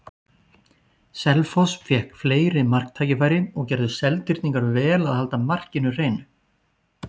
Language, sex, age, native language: Icelandic, male, 40-49, Icelandic